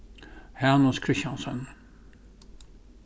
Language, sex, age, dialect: Faroese, male, 61+, Suðurstreymoy